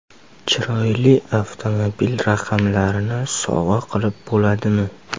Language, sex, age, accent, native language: Uzbek, male, 18-24, Surxondaryo, Uzbek